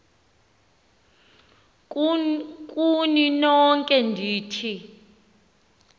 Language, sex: Xhosa, female